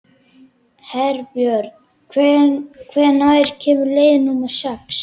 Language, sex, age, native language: Icelandic, male, 11, Icelandic